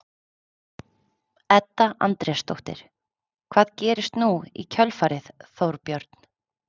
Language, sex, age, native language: Icelandic, female, 30-39, Icelandic